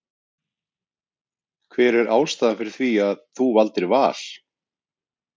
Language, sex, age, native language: Icelandic, male, 30-39, Icelandic